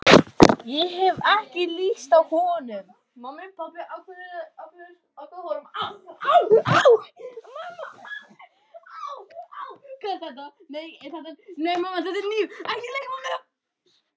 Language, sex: Icelandic, other